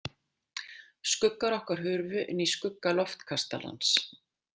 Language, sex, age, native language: Icelandic, female, 40-49, Icelandic